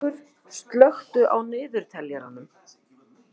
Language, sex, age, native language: Icelandic, female, 40-49, Icelandic